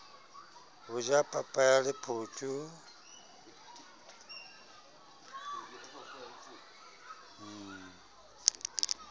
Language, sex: Southern Sotho, male